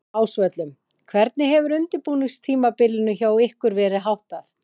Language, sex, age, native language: Icelandic, female, 20-29, Icelandic